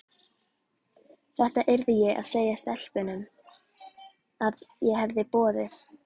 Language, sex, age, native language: Icelandic, female, 11, Icelandic